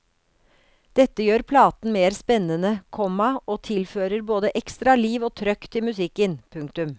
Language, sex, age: Norwegian, female, 56